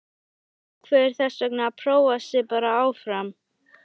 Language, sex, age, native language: Icelandic, female, 12, Icelandic